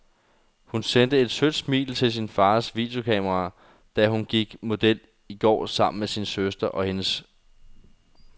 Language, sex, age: Danish, male, 21